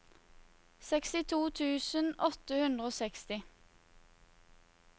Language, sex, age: Norwegian, female, 21